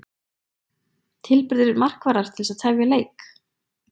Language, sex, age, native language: Icelandic, female, 20-29, Icelandic